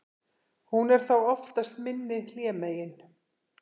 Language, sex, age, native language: Icelandic, female, 50-59, Icelandic